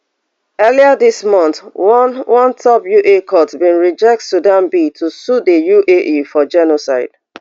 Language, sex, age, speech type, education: Nigerian Pidgin, female, 30-45, spontaneous, tertiary